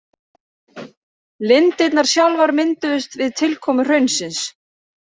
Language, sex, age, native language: Icelandic, female, 30-39, Icelandic